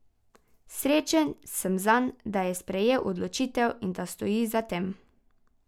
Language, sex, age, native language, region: Slovenian, female, 12-17, Slovenian, Carinthia region